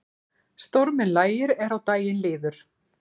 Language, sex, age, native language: Icelandic, female, 40-49, Icelandic